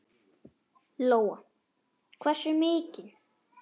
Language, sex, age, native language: Icelandic, male, 9, Icelandic